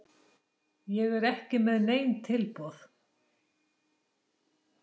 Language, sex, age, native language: Icelandic, female, 60-69, Icelandic